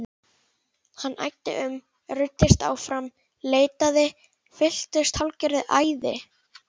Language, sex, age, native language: Icelandic, female, 11, Icelandic